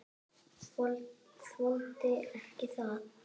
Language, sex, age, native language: Icelandic, female, 9, Icelandic